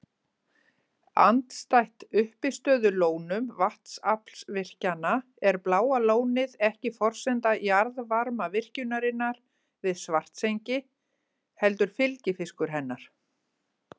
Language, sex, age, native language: Icelandic, female, 50-59, Icelandic